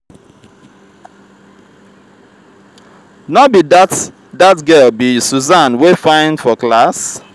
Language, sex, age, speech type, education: Nigerian Pidgin, male, 30-45, spontaneous, tertiary